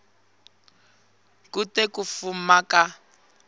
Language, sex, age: Tsonga, male, 20